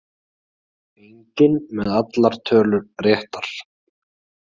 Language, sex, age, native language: Icelandic, male, 20-29, Icelandic